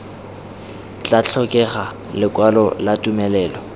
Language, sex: Tswana, male